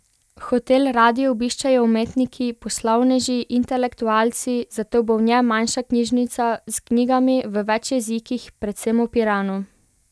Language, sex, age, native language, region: Slovenian, female, 18-29, Slovenian, Pomurje region